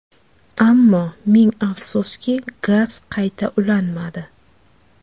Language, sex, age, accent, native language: Uzbek, female, 25-34, Farg'ona, Uzbek